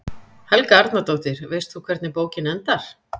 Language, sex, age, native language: Icelandic, female, 50-59, Icelandic